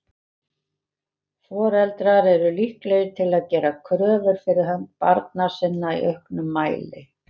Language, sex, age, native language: Icelandic, female, 70-79, Icelandic